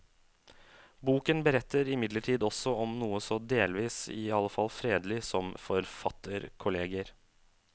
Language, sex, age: Norwegian, male, 27